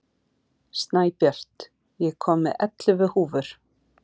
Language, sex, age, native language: Icelandic, female, 40-49, Icelandic